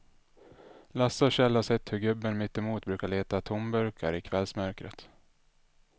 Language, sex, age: Swedish, male, 33